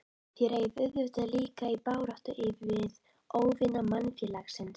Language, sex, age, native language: Icelandic, female, 11, Icelandic